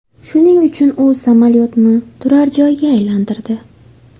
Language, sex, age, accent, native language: Uzbek, female, 19-29, Farg'ona, Uzbek